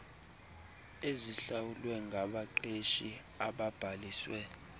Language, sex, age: Xhosa, male, 20